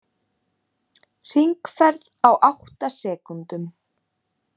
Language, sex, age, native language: Icelandic, female, 20-29, Icelandic